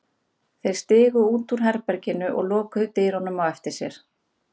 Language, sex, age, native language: Icelandic, female, 30-39, Icelandic